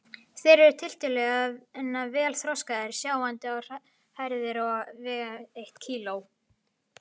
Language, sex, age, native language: Icelandic, female, 50-59, Icelandic